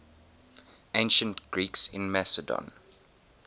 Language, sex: English, male